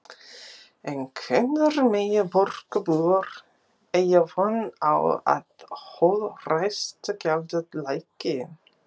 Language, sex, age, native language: Icelandic, female, 50-59, English